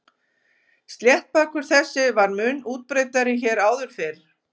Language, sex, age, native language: Icelandic, female, 50-59, Icelandic